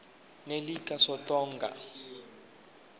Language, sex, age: South Ndebele, male, 23